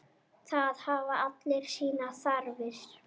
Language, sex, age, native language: Icelandic, female, 8, Icelandic